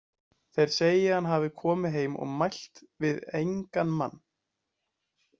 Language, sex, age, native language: Icelandic, male, 20-29, Icelandic